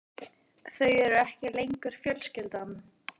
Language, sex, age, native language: Icelandic, female, 18-19, Icelandic